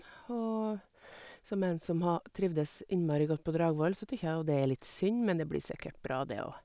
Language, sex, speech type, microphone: Norwegian, female, spontaneous, Sennheiser